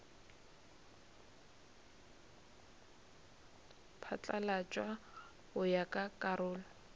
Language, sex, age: Northern Sotho, female, 26